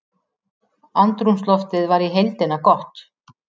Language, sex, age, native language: Icelandic, female, 40-49, Icelandic